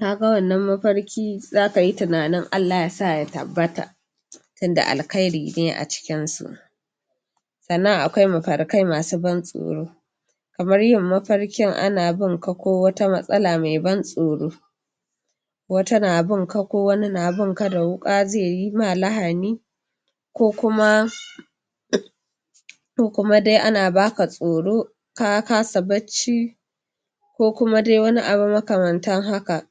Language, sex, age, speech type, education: Hausa, female, 46-60, spontaneous, tertiary